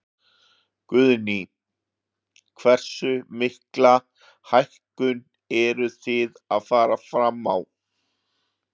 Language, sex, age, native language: Icelandic, male, 40-49, Icelandic